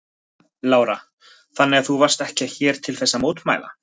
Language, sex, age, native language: Icelandic, male, 20-29, Icelandic